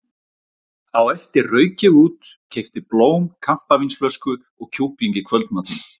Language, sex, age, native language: Icelandic, male, 40-49, Icelandic